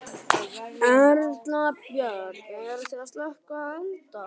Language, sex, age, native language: Icelandic, male, 11, Icelandic